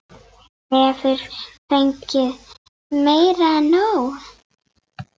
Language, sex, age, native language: Icelandic, female, 6, Icelandic